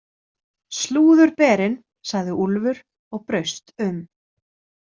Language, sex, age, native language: Icelandic, female, 30-39, Icelandic